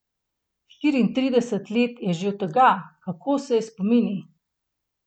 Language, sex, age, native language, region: Slovenian, female, 30-49, Slovenian, Gorenjska region